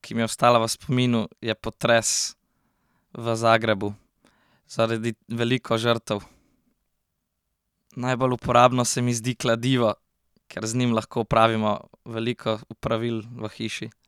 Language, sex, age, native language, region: Slovenian, male, 18-29, Slovenian, Central Slovenia